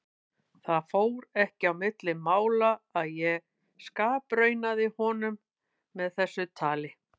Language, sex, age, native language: Icelandic, female, 50-59, Icelandic